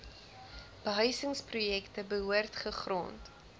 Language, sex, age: Afrikaans, female, 20